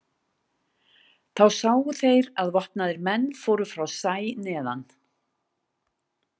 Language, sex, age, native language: Icelandic, female, 60-69, Icelandic